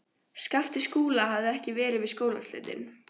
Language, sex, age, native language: Icelandic, female, 14, Icelandic